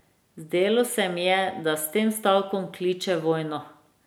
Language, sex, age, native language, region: Slovenian, female, 30-49, Slovenian, Drava region